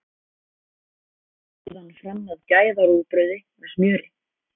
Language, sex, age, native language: Icelandic, male, 14, Icelandic